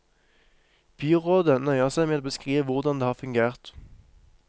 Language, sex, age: Norwegian, male, 23